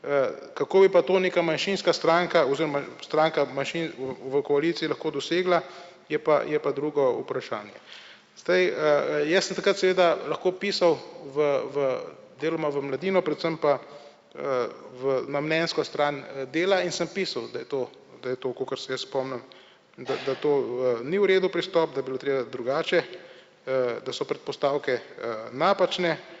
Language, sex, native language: Slovenian, male, Slovenian